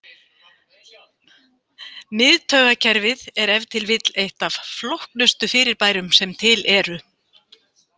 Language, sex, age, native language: Icelandic, female, 50-59, Icelandic